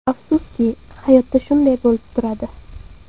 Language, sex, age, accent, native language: Uzbek, female, 18-24, Surxondaryo, Uzbek